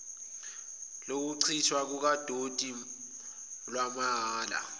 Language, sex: Zulu, male